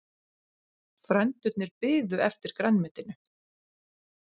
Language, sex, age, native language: Icelandic, female, 40-49, Icelandic